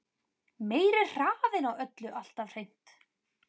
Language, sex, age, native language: Icelandic, female, 30-39, Icelandic